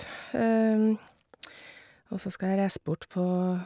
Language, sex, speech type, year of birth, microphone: Norwegian, female, spontaneous, 1973, Shure